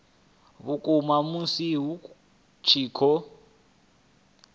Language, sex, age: Venda, male, 22